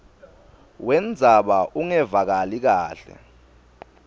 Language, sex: Swati, male